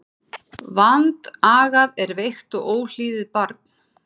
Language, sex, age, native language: Icelandic, female, 40-49, Icelandic